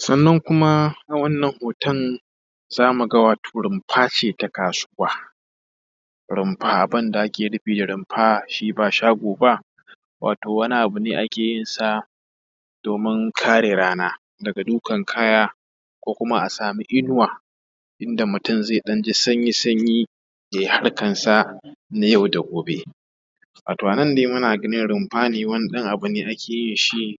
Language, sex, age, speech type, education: Hausa, male, 15-29, spontaneous, tertiary